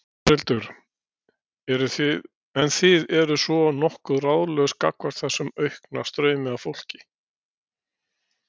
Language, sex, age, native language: Icelandic, male, 60-69, Icelandic